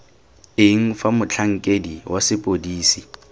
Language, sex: Tswana, male